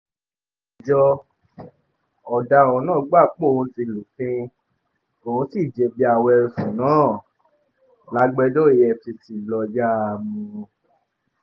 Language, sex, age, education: Yoruba, male, 15-29, tertiary